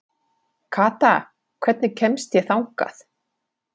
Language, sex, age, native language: Icelandic, female, 40-49, Finnish